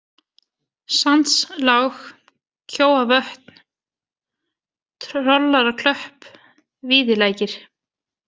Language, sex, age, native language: Icelandic, female, 20-29, Icelandic